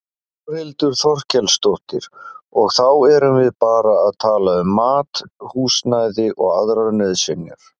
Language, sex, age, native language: Icelandic, male, 50-59, Icelandic